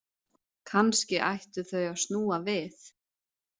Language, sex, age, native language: Icelandic, female, 30-39, Icelandic